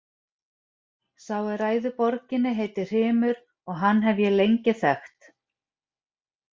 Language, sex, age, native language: Icelandic, female, 40-49, Icelandic